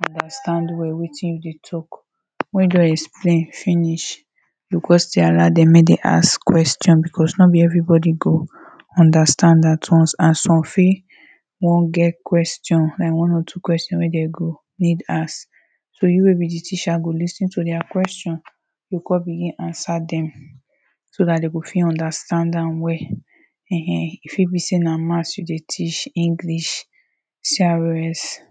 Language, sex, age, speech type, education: Nigerian Pidgin, female, 30-45, spontaneous, tertiary